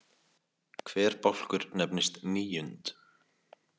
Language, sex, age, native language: Icelandic, male, 20-29, Icelandic